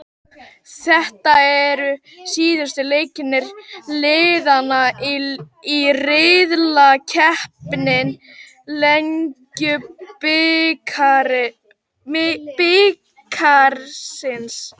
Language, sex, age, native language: Icelandic, female, 18-19, Icelandic